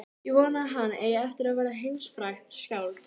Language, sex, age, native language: Icelandic, female, 13, Icelandic